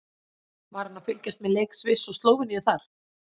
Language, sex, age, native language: Icelandic, female, 40-49, Icelandic